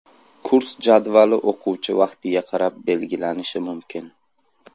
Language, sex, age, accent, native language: Uzbek, male, 18-24, Andijon, Uzbek